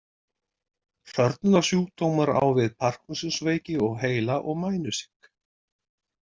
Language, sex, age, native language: Icelandic, male, 60-69, Icelandic